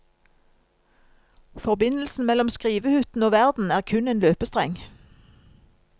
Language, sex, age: Norwegian, female, 47